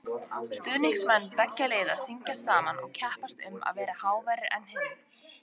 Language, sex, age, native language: Icelandic, female, 18-19, Icelandic